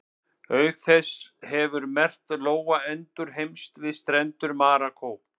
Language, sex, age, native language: Icelandic, male, 50-59, Icelandic